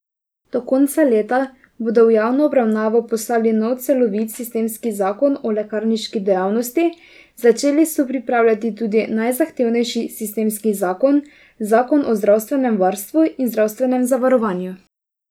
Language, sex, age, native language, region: Slovenian, female, 18-29, Slovenian, Drava region